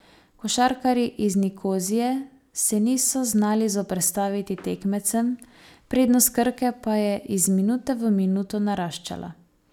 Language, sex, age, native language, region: Slovenian, female, 18-29, Slovenian, Savinja region